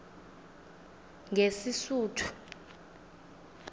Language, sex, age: South Ndebele, female, 20